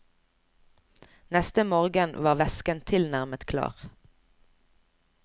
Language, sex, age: Norwegian, female, 29